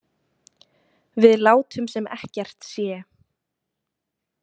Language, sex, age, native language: Icelandic, female, 20-29, Icelandic